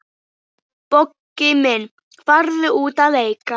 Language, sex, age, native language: Icelandic, female, 11, Icelandic